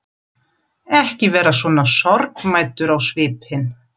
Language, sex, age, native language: Icelandic, female, 40-49, German